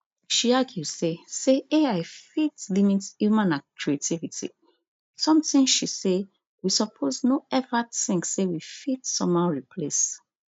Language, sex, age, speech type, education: Nigerian Pidgin, female, 30-45, spontaneous, tertiary